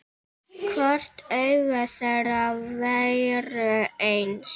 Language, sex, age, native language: Icelandic, female, 7, Icelandic